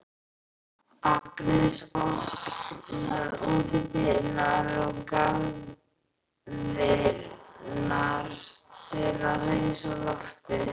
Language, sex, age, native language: Icelandic, male, 11, Icelandic